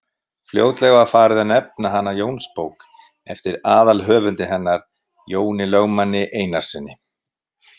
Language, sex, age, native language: Icelandic, male, 50-59, Icelandic